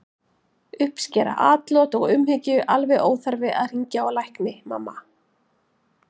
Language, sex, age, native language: Icelandic, female, 40-49, Icelandic